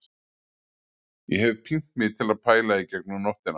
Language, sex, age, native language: Icelandic, male, 40-49, Icelandic